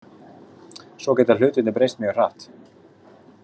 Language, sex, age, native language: Icelandic, male, 40-49, Icelandic